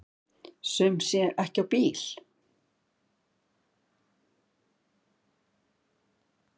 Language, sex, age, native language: Icelandic, female, 40-49, Icelandic